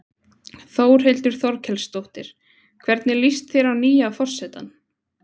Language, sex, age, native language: Icelandic, female, 20-29, Icelandic